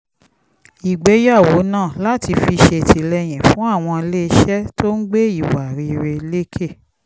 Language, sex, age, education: Yoruba, female, 30-45, tertiary